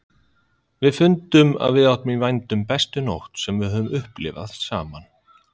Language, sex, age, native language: Icelandic, male, 30-39, Icelandic